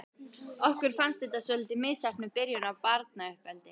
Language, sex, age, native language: Icelandic, female, 12, Icelandic